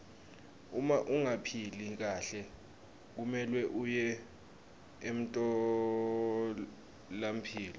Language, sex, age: Swati, male, 20